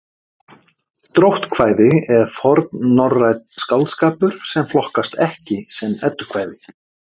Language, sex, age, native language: Icelandic, male, 50-59, Icelandic